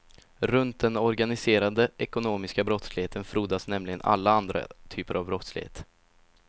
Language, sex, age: Swedish, male, 17